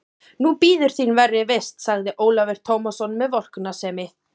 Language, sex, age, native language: Icelandic, female, 30-39, Icelandic